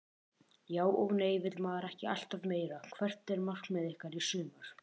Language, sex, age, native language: Icelandic, female, 18-19, Icelandic